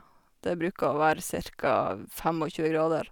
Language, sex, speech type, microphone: Norwegian, female, spontaneous, Sennheiser